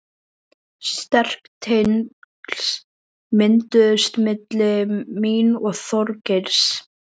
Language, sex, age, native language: Icelandic, male, 11, Icelandic